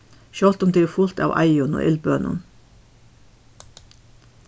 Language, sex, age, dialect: Faroese, female, 61+, Suðurstreymoy